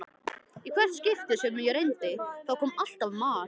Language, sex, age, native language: Icelandic, male, 13, Icelandic